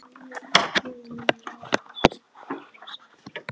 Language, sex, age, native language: Icelandic, female, 12, Polish